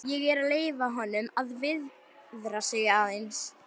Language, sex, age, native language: Icelandic, female, 11, Icelandic